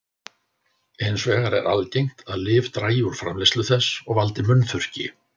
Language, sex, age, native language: Icelandic, male, 60-69, Icelandic